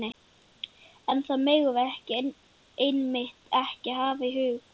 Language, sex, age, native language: Icelandic, male, 11, Icelandic